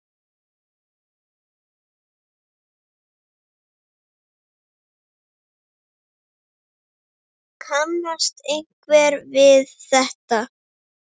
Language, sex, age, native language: Icelandic, female, 7, Icelandic